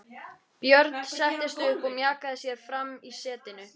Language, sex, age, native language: Icelandic, female, 13, Icelandic